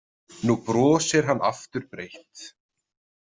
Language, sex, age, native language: Icelandic, male, 30-39, Icelandic